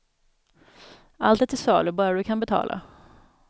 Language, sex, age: Swedish, female, 27